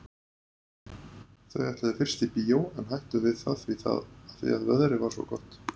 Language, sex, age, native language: Icelandic, male, 30-39, Icelandic